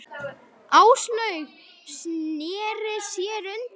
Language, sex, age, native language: Icelandic, male, 9, Icelandic